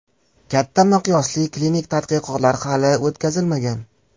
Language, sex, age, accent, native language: Uzbek, male, 18-24, Jizzax, Uzbek